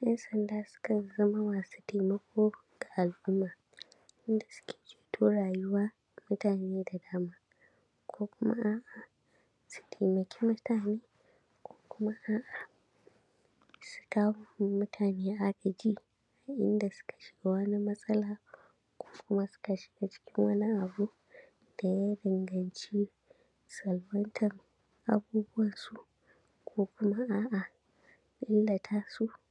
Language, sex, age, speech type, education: Hausa, female, 15-29, spontaneous, secondary